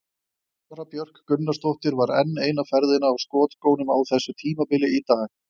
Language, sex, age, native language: Icelandic, male, 20-29, Icelandic